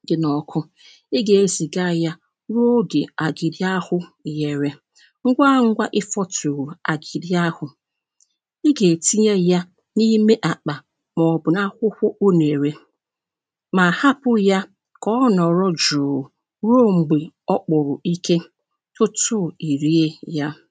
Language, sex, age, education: Igbo, female, 30-45, primary